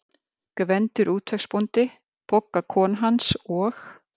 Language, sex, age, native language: Icelandic, female, 50-59, Icelandic